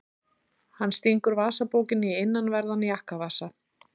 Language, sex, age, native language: Icelandic, female, 30-39, Icelandic